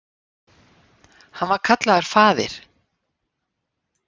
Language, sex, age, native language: Icelandic, female, 60-69, Icelandic